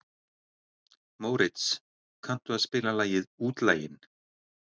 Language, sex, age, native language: Icelandic, male, 60-69, Icelandic